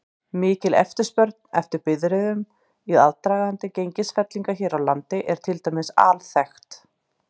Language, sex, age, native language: Icelandic, female, 30-39, Icelandic